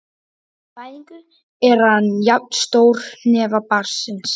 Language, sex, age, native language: Icelandic, male, 11, Icelandic